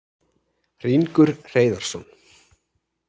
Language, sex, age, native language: Icelandic, male, 30-39, Icelandic